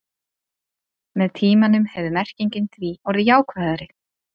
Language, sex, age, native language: Icelandic, female, 30-39, Icelandic